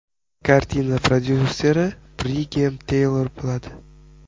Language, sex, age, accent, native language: Uzbek, male, 18-24, Qashqadaryo, Uzbek